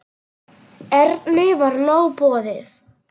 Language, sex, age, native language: Icelandic, female, 9, Serbo-Croatian